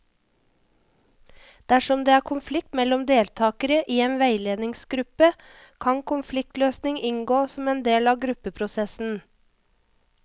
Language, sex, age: Norwegian, female, 34